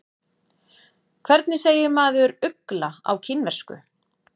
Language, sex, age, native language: Icelandic, female, 40-49, Icelandic